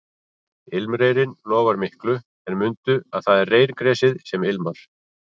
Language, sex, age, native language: Icelandic, male, 40-49, Icelandic